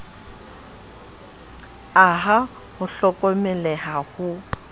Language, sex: Southern Sotho, female